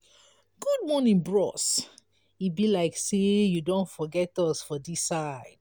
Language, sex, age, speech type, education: Nigerian Pidgin, female, 30-45, spontaneous, tertiary